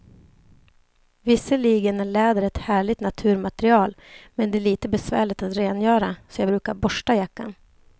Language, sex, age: Swedish, female, 28